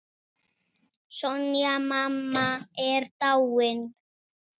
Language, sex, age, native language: Icelandic, female, 9, Icelandic